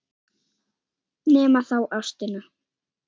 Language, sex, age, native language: Icelandic, female, 6, Icelandic